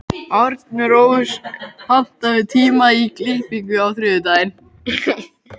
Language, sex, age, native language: Icelandic, male, 12, Icelandic